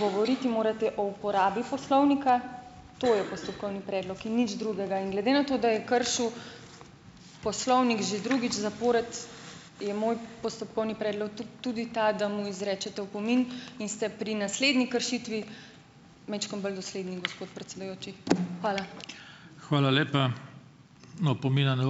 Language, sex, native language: Slovenian, female, Slovenian